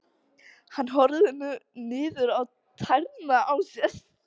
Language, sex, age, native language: Icelandic, female, 13, Icelandic